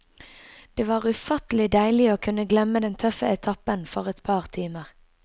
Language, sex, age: Norwegian, female, 22